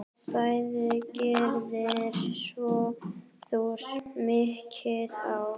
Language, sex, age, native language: Icelandic, female, 9, Icelandic